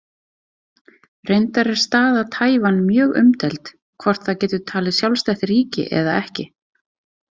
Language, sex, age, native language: Icelandic, female, 30-39, Icelandic